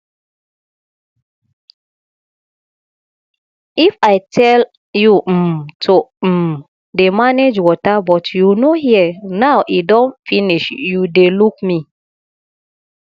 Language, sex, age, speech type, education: Nigerian Pidgin, female, 30-45, spontaneous, tertiary